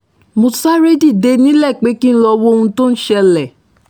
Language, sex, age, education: Yoruba, female, 15-29, tertiary